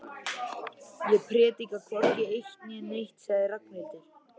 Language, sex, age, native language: Icelandic, male, 13, Icelandic